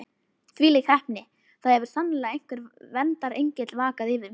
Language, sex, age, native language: Icelandic, female, 11, Icelandic